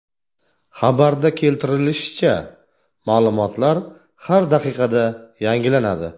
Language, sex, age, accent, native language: Uzbek, male, 40-49, Toshkent viloyati, Uzbek